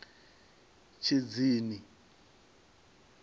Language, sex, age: Venda, male, 23